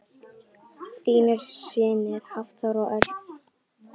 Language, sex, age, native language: Icelandic, female, 10, Icelandic